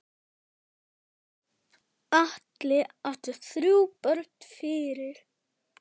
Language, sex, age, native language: Icelandic, male, 10, Icelandic